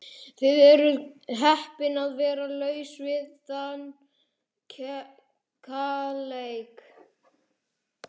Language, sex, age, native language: Icelandic, male, 11, Icelandic